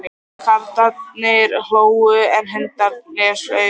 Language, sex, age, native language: Icelandic, female, 13, Icelandic